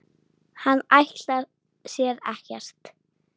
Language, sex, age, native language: Icelandic, female, 9, Icelandic